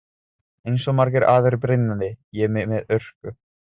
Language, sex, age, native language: Icelandic, male, 20-29, Italian